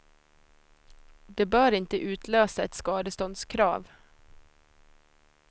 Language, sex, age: Swedish, female, 26